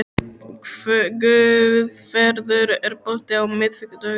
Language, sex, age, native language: Icelandic, male, 12, Icelandic